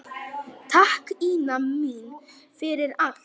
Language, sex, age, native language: Icelandic, male, 9, Icelandic